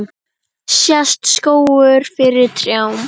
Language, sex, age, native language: Icelandic, female, 10, Icelandic